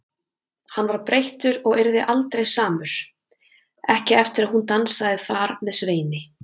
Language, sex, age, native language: Icelandic, female, 20-29, Icelandic